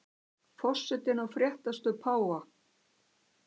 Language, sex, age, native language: Icelandic, female, 60-69, Icelandic